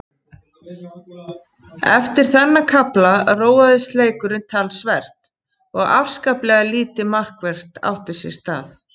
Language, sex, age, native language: Icelandic, female, 50-59, Icelandic